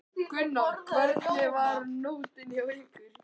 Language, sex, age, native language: Icelandic, male, 11, Icelandic